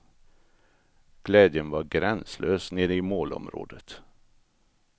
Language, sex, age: Swedish, male, 64